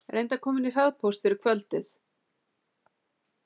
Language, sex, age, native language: Icelandic, female, 40-49, Icelandic